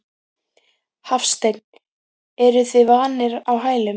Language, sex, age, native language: Icelandic, female, 15, Icelandic